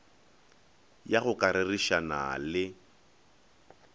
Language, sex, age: Northern Sotho, male, 19